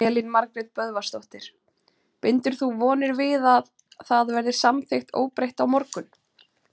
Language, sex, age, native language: Icelandic, female, 30-39, Icelandic